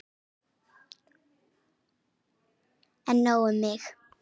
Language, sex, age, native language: Icelandic, female, 9, Icelandic